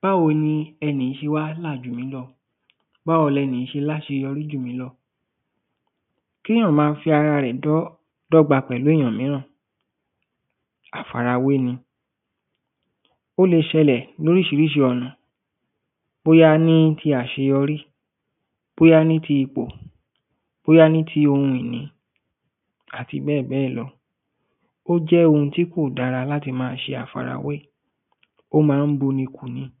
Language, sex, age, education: Yoruba, male, 15-29, tertiary